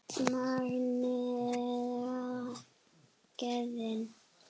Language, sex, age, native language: Icelandic, female, 8, Icelandic